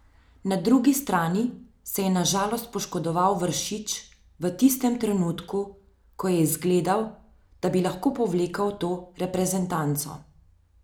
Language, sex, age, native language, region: Slovenian, female, 30-49, Slovenian, Central Slovenia